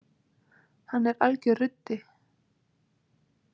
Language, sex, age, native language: Icelandic, female, 20-29, Icelandic